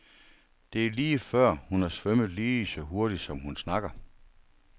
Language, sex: Danish, male